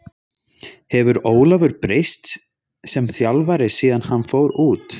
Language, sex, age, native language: Icelandic, male, 30-39, Icelandic